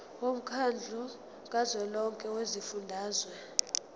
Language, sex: Zulu, female